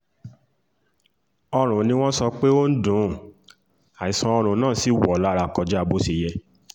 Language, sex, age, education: Yoruba, male, 15-29, tertiary